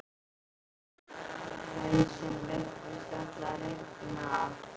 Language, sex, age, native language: Icelandic, male, 11, Icelandic